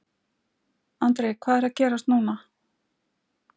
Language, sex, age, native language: Icelandic, female, 60-69, Icelandic